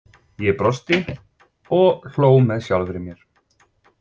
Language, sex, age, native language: Icelandic, male, 40-49, Icelandic